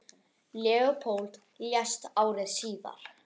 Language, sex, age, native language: Icelandic, other, 10, Icelandic